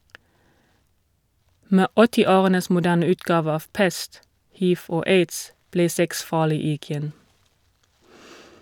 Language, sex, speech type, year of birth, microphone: Norwegian, female, read, 1979, Shure